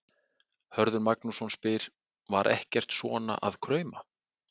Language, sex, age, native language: Icelandic, male, 40-49, Icelandic